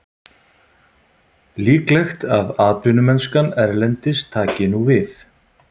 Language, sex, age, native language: Icelandic, male, 50-59, Icelandic